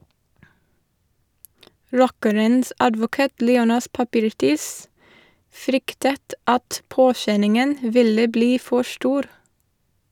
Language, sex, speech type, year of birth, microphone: Norwegian, female, read, 1987, Shure